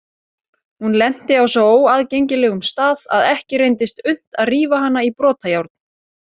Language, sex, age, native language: Icelandic, female, 30-39, Icelandic